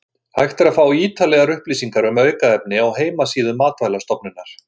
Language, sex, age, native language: Icelandic, male, 60-69, Icelandic